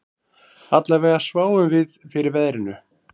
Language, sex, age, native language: Icelandic, male, 40-49, Icelandic